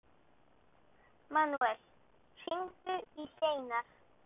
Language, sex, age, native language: Icelandic, female, 12, Icelandic